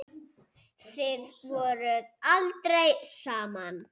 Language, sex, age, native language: Icelandic, male, 6, Icelandic